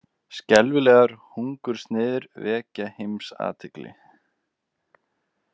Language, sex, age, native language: Icelandic, male, 20-29, Icelandic